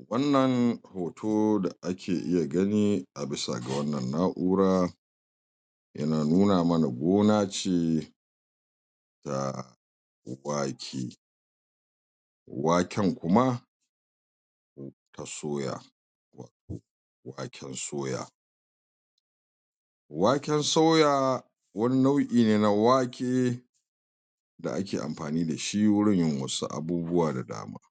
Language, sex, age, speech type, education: Hausa, male, 46-60, spontaneous, tertiary